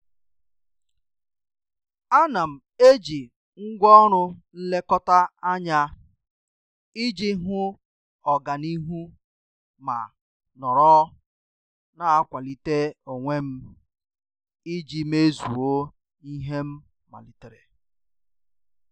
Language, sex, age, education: Igbo, male, 30-45, tertiary